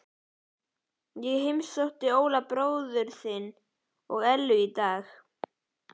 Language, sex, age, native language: Icelandic, male, 11, Icelandic